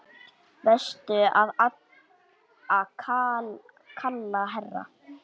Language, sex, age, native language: Icelandic, female, 9, Icelandic